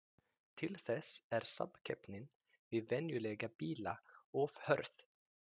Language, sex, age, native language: Icelandic, male, 30-39, Icelandic